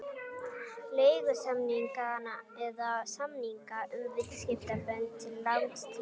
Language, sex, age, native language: Icelandic, female, 11, Icelandic